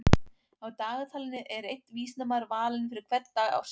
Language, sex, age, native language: Icelandic, female, 18-19, Icelandic